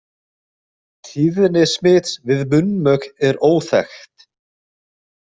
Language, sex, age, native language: Icelandic, male, 20-29, Icelandic